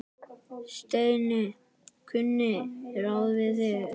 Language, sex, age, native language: Icelandic, male, 10, Icelandic